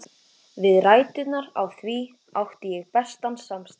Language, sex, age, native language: Icelandic, female, 14, Icelandic